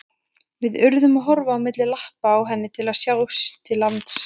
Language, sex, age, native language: Icelandic, female, 20-29, Icelandic